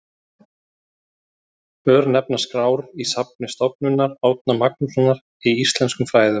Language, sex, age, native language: Icelandic, male, 30-39, Icelandic